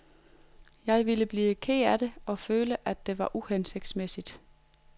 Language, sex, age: Danish, female, 42